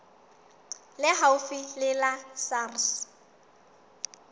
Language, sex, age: Southern Sotho, female, 19